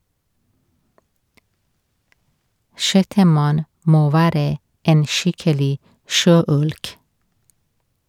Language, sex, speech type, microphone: Norwegian, female, read, Shure